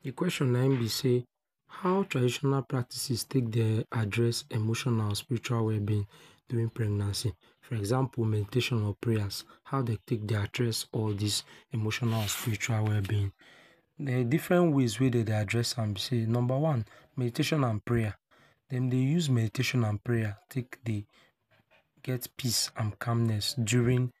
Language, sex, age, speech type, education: Nigerian Pidgin, male, 46-60, spontaneous, tertiary